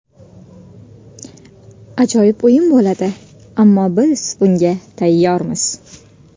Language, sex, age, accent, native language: Uzbek, female, 18-24, Sirdaryo, Uzbek